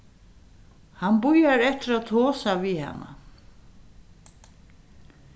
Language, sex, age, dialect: Faroese, female, 61+, Suðurstreymoy